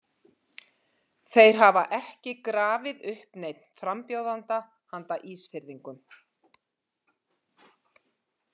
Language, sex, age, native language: Icelandic, female, 50-59, Icelandic